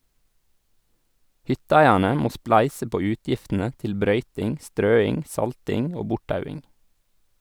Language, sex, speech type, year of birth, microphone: Norwegian, male, read, 1986, Sennheiser